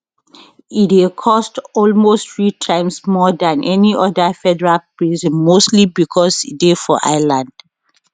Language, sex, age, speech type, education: Nigerian Pidgin, female, 30-45, spontaneous, tertiary